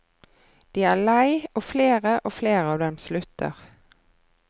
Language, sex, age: Norwegian, female, 33